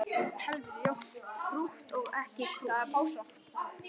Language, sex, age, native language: Icelandic, male, 10, Icelandic